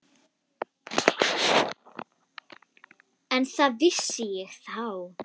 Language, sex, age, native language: Icelandic, female, 10, Icelandic